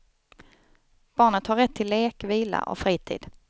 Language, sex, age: Swedish, female, 29